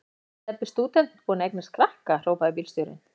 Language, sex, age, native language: Icelandic, female, 14, Icelandic